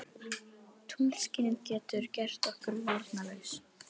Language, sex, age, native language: Icelandic, female, 18-19, Icelandic